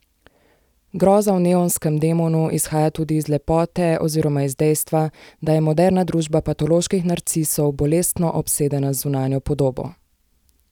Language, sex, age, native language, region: Slovenian, female, 18-29, Slovenian, Zasavska region